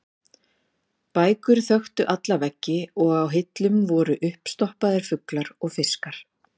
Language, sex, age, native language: Icelandic, female, 50-59, Icelandic